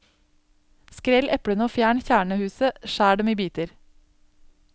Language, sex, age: Norwegian, female, 27